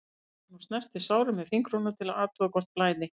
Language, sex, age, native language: Icelandic, female, 50-59, Icelandic